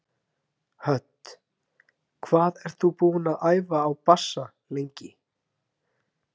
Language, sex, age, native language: Icelandic, male, 30-39, Icelandic